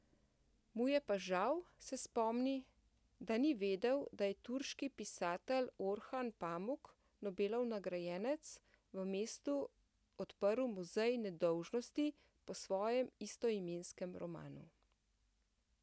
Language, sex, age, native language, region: Slovenian, female, 50-59, Slovenian, Central Slovenia